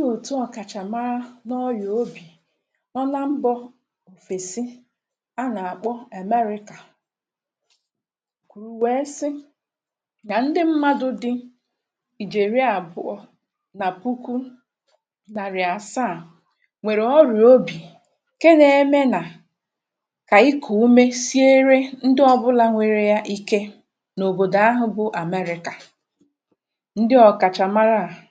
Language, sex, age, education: Igbo, female, 46-60, tertiary